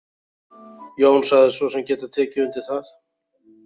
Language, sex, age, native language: Icelandic, male, 40-49, Icelandic